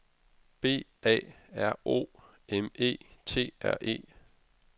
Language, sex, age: Danish, male, 32